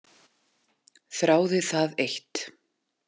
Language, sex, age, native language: Icelandic, female, 40-49, Icelandic